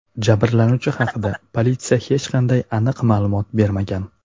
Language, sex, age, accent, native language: Uzbek, male, 30-39, Toshkent shahri, Uzbek